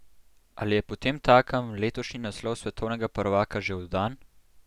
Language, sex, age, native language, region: Slovenian, male, 12-17, Slovenian, Central Slovenia